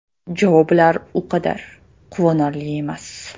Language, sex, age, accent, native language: Uzbek, male, 18-24, Toshkent shahri, Uzbek